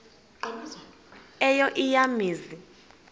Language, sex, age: Xhosa, female, 23